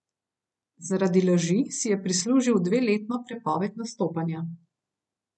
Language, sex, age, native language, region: Slovenian, female, 30-49, Slovenian, Gorenjska region